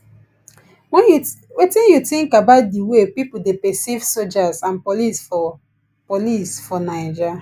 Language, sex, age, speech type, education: Nigerian Pidgin, female, 15-29, spontaneous, tertiary